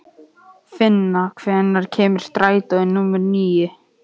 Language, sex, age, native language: Icelandic, male, 11, Icelandic